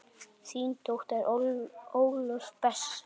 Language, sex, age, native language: Icelandic, male, 8, Icelandic